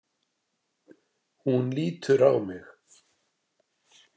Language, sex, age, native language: Icelandic, male, 60-69, Icelandic